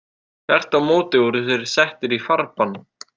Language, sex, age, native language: Icelandic, male, 18-19, Icelandic